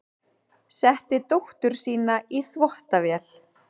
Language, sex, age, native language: Icelandic, female, 30-39, Icelandic